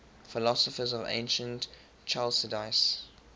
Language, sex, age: English, male, 23